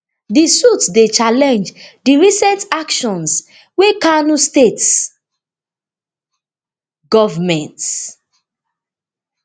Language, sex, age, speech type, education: Nigerian Pidgin, female, 30-45, spontaneous, tertiary